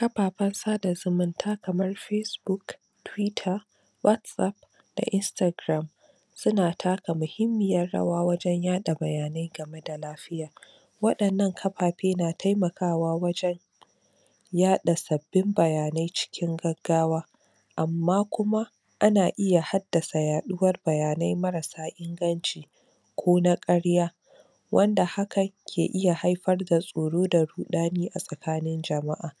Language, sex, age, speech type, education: Hausa, female, 46-60, spontaneous, tertiary